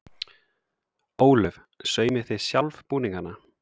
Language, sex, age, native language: Icelandic, male, 30-39, Icelandic